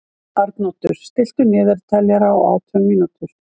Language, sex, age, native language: Icelandic, female, 50-59, Icelandic